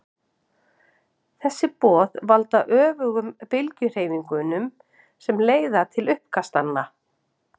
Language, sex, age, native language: Icelandic, female, 50-59, Icelandic